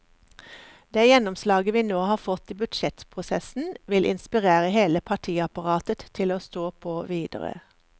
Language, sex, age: Norwegian, female, 54